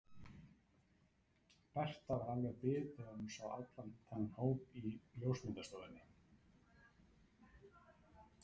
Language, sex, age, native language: Icelandic, male, 30-39, Icelandic